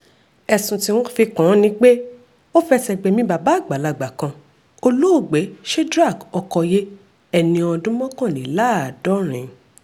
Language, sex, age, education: Yoruba, female, 15-29, tertiary